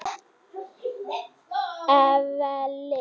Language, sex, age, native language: Icelandic, female, 30-39, Icelandic